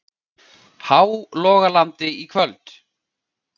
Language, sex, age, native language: Icelandic, male, 40-49, Icelandic